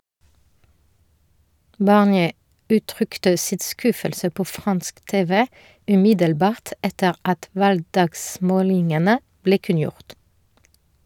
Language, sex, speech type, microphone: Norwegian, female, read, Shure